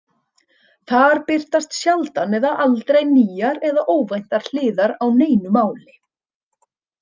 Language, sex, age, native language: Icelandic, female, 30-39, Icelandic